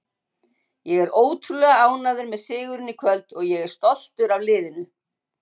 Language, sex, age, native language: Icelandic, female, 60-69, Icelandic